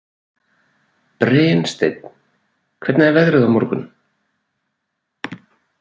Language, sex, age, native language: Icelandic, male, 40-49, Icelandic